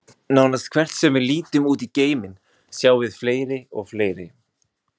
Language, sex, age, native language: Icelandic, male, 20-29, Icelandic